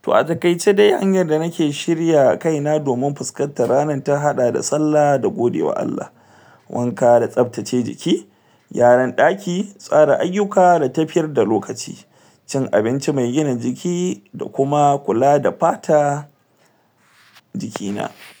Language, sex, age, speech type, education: Hausa, male, 60+, spontaneous, tertiary